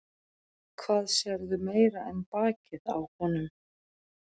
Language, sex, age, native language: Icelandic, female, 40-49, Icelandic